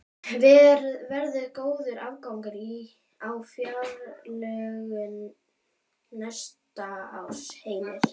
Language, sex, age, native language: Icelandic, female, 12, Icelandic